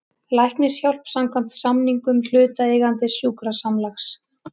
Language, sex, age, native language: Icelandic, female, 30-39, Icelandic